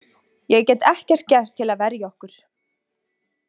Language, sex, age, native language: Icelandic, female, 20-29, Icelandic